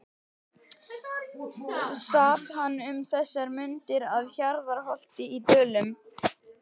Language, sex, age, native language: Icelandic, male, 11, Icelandic